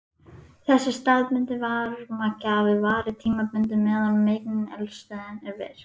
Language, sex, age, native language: Icelandic, female, 11, Icelandic